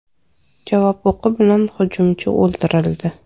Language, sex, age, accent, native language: Uzbek, female, 25-34, Toshkent shahri, Uzbek